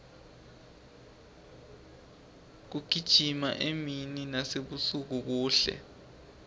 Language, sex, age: Swati, male, 20